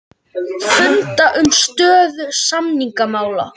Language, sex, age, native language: Icelandic, female, 60-69, Icelandic